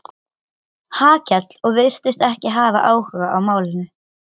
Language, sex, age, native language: Icelandic, other, 13, Icelandic